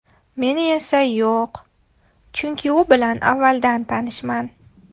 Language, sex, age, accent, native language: Uzbek, female, 19-29, Toshkent shahri, Uzbek